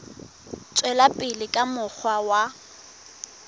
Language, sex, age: Southern Sotho, female, 19